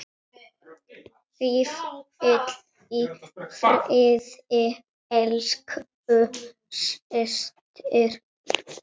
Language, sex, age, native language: Icelandic, male, 7, Icelandic